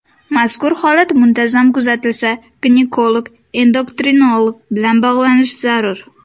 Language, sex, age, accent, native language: Uzbek, female, under 19, Sirdaryo, Uzbek